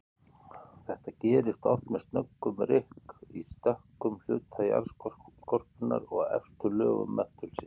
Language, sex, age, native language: Icelandic, male, 50-59, Icelandic